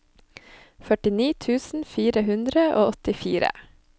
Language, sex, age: Norwegian, female, 25